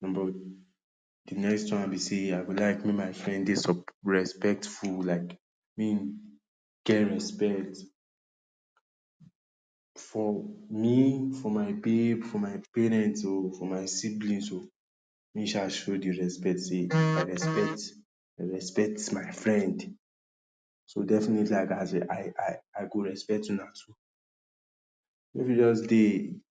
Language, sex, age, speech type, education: Nigerian Pidgin, male, 30-45, spontaneous, tertiary